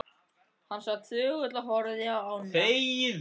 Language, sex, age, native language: Icelandic, male, 13, Icelandic